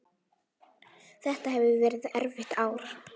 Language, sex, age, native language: Icelandic, female, 9, Icelandic